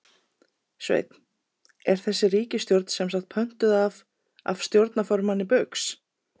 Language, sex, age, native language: Icelandic, female, 30-39, Icelandic